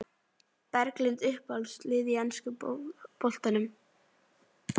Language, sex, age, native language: Icelandic, male, 11, Icelandic